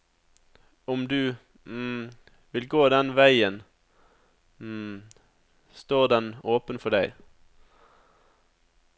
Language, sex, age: Norwegian, male, 27